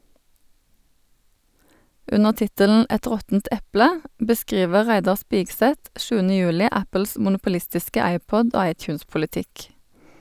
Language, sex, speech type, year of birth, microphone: Norwegian, female, read, 1972, Sennheiser